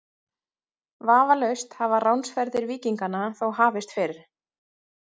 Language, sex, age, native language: Icelandic, female, 30-39, Icelandic